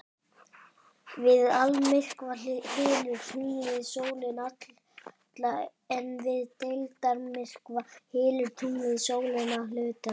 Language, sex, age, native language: Icelandic, male, 18-19, Icelandic